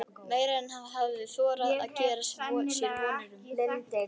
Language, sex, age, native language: Icelandic, female, 11, Icelandic